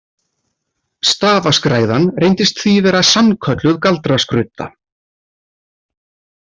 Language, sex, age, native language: Icelandic, male, 30-39, Icelandic